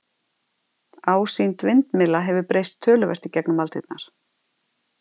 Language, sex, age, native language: Icelandic, female, 50-59, Icelandic